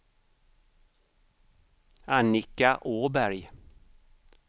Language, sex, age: Swedish, male, 55